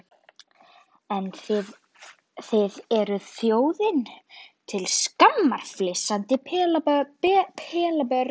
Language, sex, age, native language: Icelandic, female, 12, Icelandic